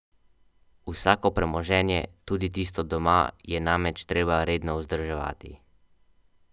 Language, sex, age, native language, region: Slovenian, male, 12-17, Slovenian, Central Slovenia